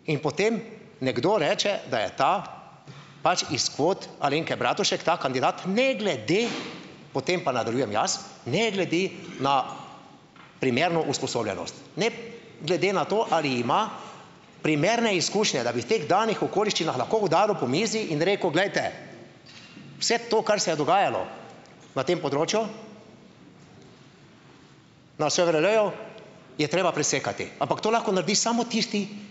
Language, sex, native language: Slovenian, male, Slovenian